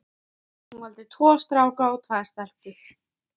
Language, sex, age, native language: Icelandic, female, 13, Icelandic